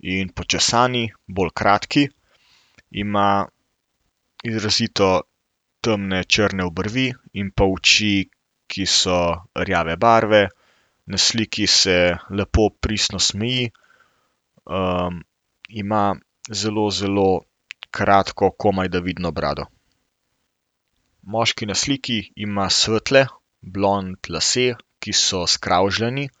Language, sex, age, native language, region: Slovenian, male, 18-29, Slovenian, Central Slovenia